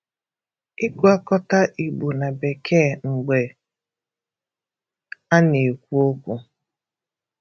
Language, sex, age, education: Igbo, female, 15-29, tertiary